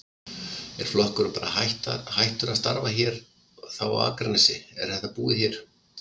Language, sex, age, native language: Icelandic, male, 50-59, Icelandic